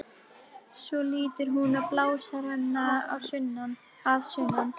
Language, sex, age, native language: Icelandic, female, 11, Icelandic